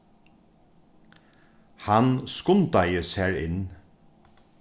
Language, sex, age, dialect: Faroese, male, 36-60, Norðurstreymoy/Eysturoy